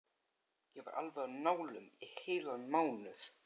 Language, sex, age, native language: Icelandic, male, 14, Icelandic